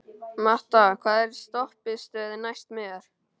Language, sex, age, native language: Icelandic, male, 12, Icelandic